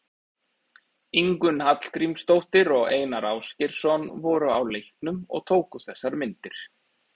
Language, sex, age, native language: Icelandic, male, 30-39, Icelandic